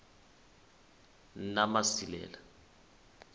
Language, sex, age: South Ndebele, male, 21